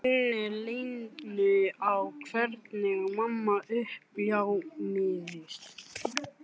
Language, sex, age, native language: Icelandic, male, 14, Icelandic